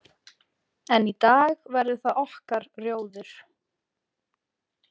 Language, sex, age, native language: Icelandic, female, 30-39, Icelandic